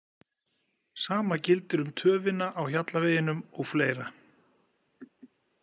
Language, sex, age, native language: Icelandic, male, 40-49, Icelandic